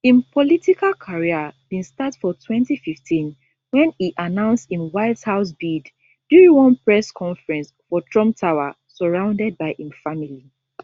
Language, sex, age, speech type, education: Nigerian Pidgin, female, 15-29, spontaneous, tertiary